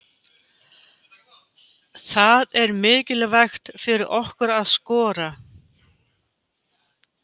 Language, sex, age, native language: Icelandic, female, 50-59, Icelandic